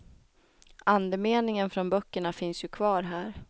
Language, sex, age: Swedish, female, 29